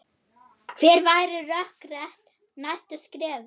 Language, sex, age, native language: Icelandic, female, 8, German